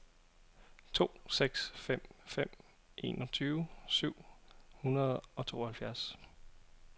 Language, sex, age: Danish, male, 27